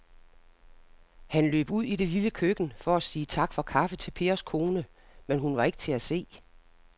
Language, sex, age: Danish, female, 60